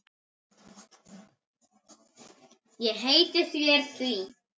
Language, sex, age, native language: Icelandic, male, 9, Icelandic